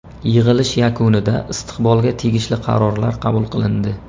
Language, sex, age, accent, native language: Uzbek, male, 25-34, Samarqand, Uzbek